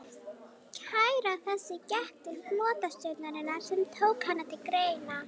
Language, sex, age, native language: Icelandic, female, 11, Icelandic